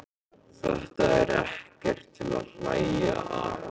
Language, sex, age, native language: Icelandic, male, 15, Icelandic